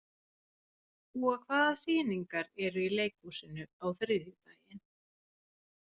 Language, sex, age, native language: Icelandic, female, 40-49, Finnish